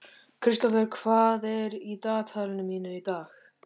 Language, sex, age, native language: Icelandic, male, 13, Icelandic